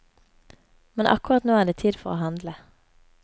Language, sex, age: Norwegian, female, 24